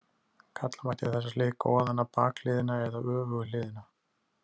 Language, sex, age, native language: Icelandic, male, 30-39, Icelandic